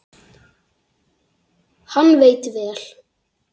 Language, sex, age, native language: Icelandic, female, 8, Icelandic